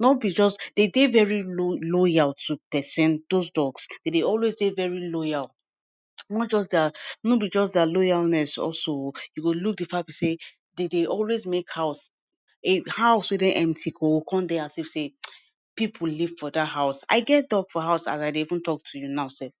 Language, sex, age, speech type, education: Nigerian Pidgin, female, 15-29, spontaneous, tertiary